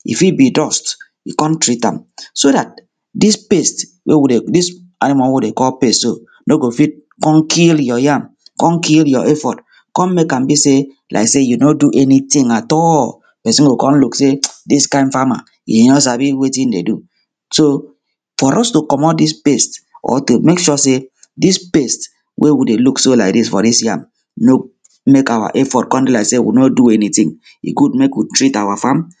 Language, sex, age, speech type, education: Nigerian Pidgin, male, 30-45, spontaneous, tertiary